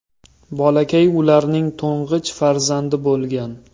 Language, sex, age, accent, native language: Uzbek, male, 25-34, Toshkent viloyati, Uzbek